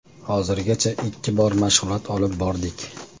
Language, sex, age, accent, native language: Uzbek, male, 25-34, Andijon, Uzbek